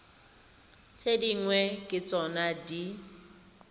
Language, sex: Tswana, female